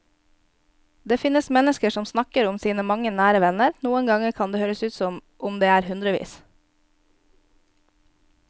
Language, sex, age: Norwegian, female, 22